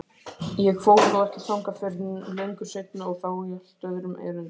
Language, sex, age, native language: Icelandic, male, 20-29, Icelandic